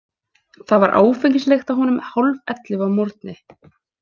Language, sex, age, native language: Icelandic, female, 20-29, Icelandic